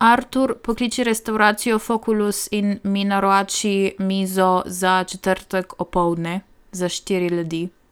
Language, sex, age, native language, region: Slovenian, female, 18-29, Slovenian, Primorsko-notranjska region